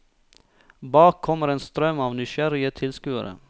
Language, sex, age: Norwegian, male, 34